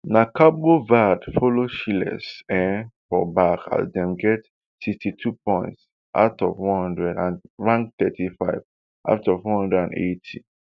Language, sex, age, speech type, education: Nigerian Pidgin, male, 15-29, spontaneous, tertiary